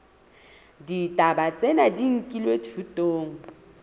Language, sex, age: Southern Sotho, female, 27